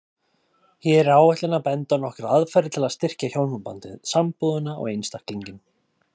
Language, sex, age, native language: Icelandic, male, 30-39, Icelandic